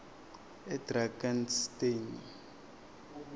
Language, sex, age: South Ndebele, male, 26